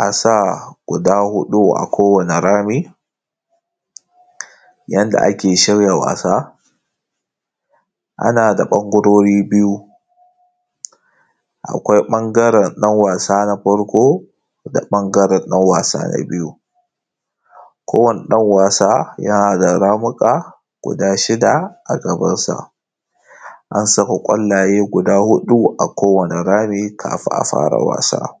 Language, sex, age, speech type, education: Hausa, male, 15-29, spontaneous, tertiary